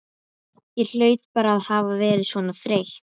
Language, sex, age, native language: Icelandic, female, 11, Icelandic